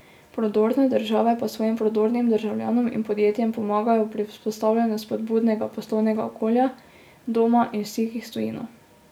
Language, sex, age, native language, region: Slovenian, female, 18-29, Slovenian, Drava region